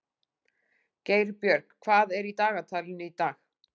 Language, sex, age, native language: Icelandic, female, 40-49, Icelandic